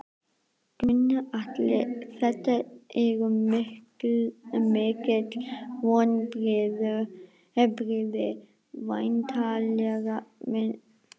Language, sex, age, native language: Icelandic, female, 12, Icelandic